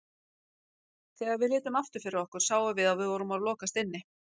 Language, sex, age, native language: Icelandic, female, 40-49, Icelandic